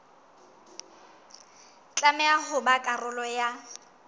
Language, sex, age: Southern Sotho, female, 19